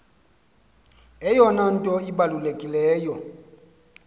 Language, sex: Xhosa, male